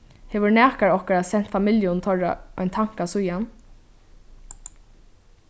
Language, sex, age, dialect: Faroese, female, 15-35, Norðurstreymoy/Eysturoy